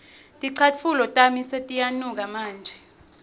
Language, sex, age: Swati, female, 21